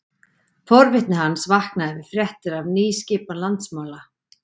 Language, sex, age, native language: Icelandic, female, 40-49, Icelandic